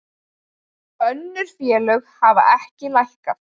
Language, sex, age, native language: Icelandic, female, 20-29, Icelandic